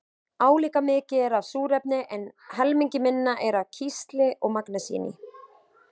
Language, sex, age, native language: Icelandic, female, 20-29, Icelandic